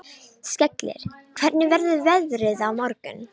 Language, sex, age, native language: Icelandic, female, 18-19, Romanian